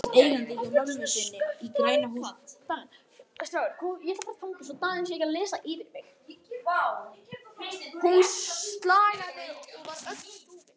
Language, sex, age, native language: Icelandic, male, 12, Icelandic